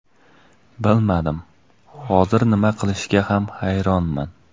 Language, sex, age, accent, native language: Uzbek, male, 18-24, Namangan, Uzbek